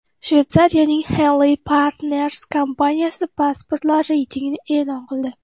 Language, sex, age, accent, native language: Uzbek, female, 12-17, Qoraqalpog'iston, Uzbek